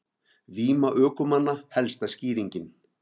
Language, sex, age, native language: Icelandic, male, 50-59, Icelandic